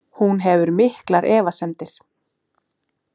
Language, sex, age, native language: Icelandic, female, 30-39, Icelandic